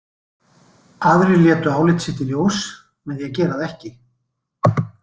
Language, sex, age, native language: Icelandic, male, 60-69, Icelandic